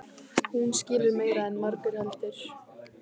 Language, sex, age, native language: Icelandic, female, 15, Icelandic